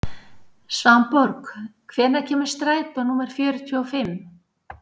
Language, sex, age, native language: Icelandic, female, 60-69, Icelandic